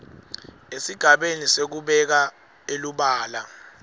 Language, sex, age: Swati, male, 21